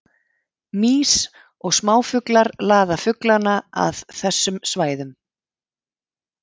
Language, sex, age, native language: Icelandic, female, 50-59, Icelandic